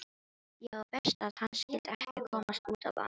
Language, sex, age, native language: Icelandic, female, 18-19, Filipino